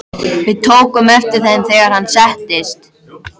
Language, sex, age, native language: Icelandic, male, 13, Icelandic